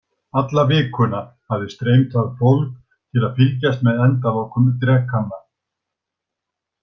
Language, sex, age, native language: Icelandic, male, 60-69, Icelandic